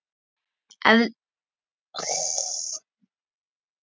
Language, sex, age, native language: Icelandic, male, 10, Icelandic